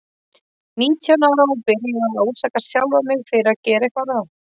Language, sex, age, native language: Icelandic, female, 30-39, Icelandic